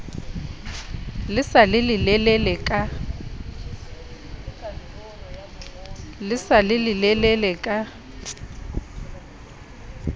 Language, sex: Southern Sotho, female